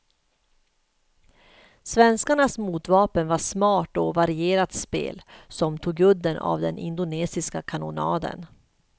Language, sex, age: Swedish, female, 38